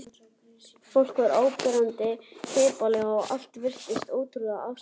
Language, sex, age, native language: Icelandic, male, 11, Icelandic